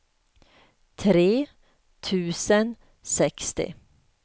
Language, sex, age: Swedish, female, 38